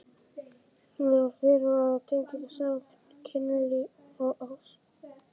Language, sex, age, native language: Icelandic, male, 11, Icelandic